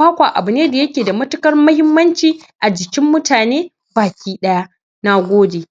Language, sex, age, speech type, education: Hausa, male, 15-29, spontaneous, secondary